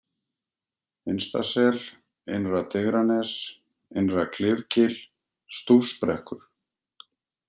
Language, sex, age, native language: Icelandic, male, 50-59, Icelandic